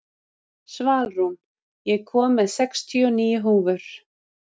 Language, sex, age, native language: Icelandic, female, 30-39, Icelandic